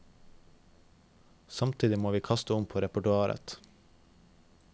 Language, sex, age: Norwegian, male, 21